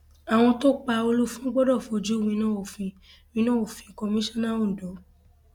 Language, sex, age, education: Yoruba, female, 15-29, tertiary